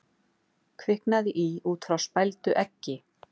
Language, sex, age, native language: Icelandic, female, 40-49, Icelandic